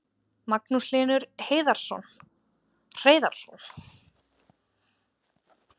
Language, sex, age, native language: Icelandic, female, 20-29, Icelandic